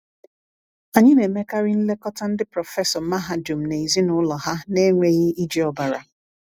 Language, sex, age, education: Igbo, female, 30-45, tertiary